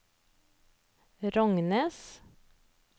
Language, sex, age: Norwegian, female, 30